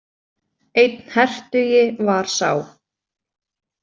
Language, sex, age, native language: Icelandic, female, 20-29, Icelandic